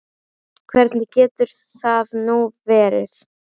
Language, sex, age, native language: Icelandic, female, 10, Icelandic